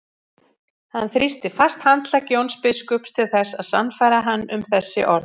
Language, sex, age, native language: Icelandic, female, 50-59, Icelandic